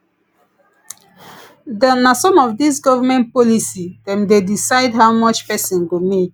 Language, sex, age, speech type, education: Nigerian Pidgin, female, 15-29, spontaneous, tertiary